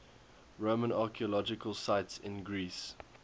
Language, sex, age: English, male, 21